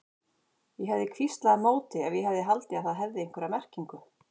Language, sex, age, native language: Icelandic, female, 40-49, Icelandic